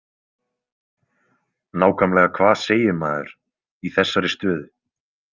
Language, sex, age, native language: Icelandic, male, 20-29, Icelandic